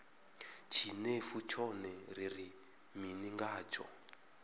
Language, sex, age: Venda, male, 33